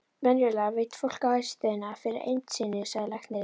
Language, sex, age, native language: Icelandic, female, 11, Icelandic